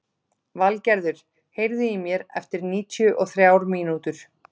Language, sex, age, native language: Icelandic, female, 30-39, Icelandic